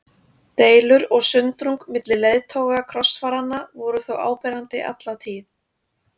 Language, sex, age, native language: Icelandic, female, 30-39, Icelandic